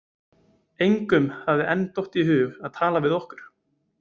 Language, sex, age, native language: Icelandic, male, 20-29, Icelandic